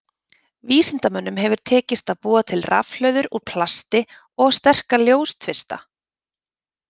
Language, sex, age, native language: Icelandic, female, 30-39, Icelandic